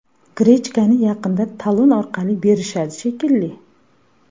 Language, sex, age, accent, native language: Uzbek, female, 19-29, Farg'ona, Uzbek